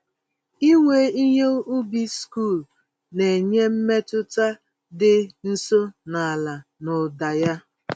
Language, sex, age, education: Igbo, female, 46-60, tertiary